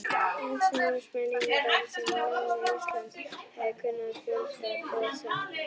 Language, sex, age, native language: Icelandic, female, 11, Icelandic